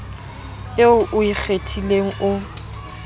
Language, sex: Southern Sotho, female